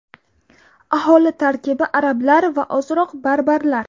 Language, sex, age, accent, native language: Uzbek, female, 18-24, Buxoro, Uzbek